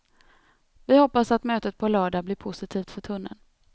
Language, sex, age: Swedish, female, 32